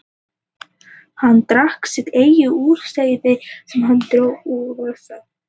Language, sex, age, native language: Icelandic, female, 18-19, Icelandic